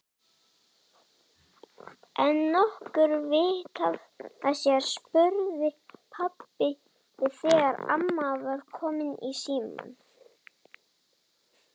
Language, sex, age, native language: Icelandic, male, 30-39, Icelandic